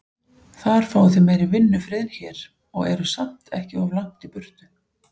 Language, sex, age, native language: Icelandic, female, 40-49, Icelandic